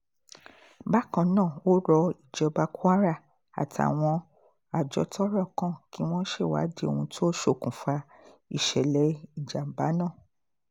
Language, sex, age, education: Yoruba, female, 30-45, tertiary